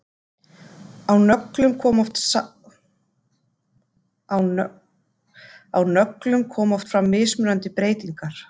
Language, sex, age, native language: Icelandic, female, 30-39, Icelandic